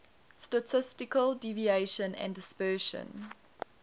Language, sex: English, female